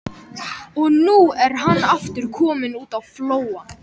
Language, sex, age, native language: Icelandic, male, 12, Icelandic